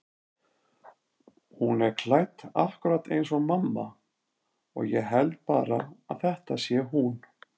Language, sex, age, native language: Icelandic, male, 40-49, Icelandic